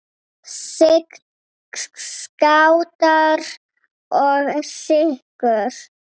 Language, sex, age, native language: Icelandic, female, 8, Icelandic